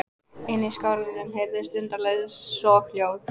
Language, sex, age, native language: Icelandic, female, 14, Icelandic